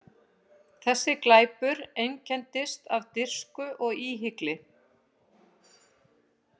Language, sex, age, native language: Icelandic, female, 50-59, Icelandic